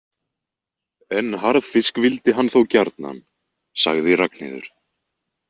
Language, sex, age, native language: Icelandic, male, 20-29, Icelandic